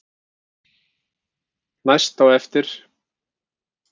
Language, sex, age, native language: Icelandic, male, 50-59, Icelandic